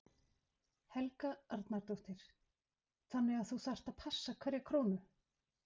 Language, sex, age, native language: Icelandic, female, 50-59, Icelandic